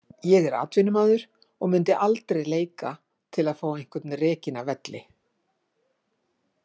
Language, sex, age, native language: Icelandic, female, 50-59, Icelandic